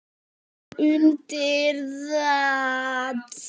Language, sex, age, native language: Icelandic, male, 8, Icelandic